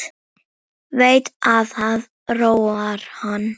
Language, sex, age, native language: Icelandic, female, 9, Icelandic